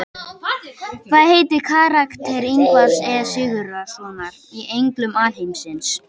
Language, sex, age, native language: Icelandic, male, 18-19, Icelandic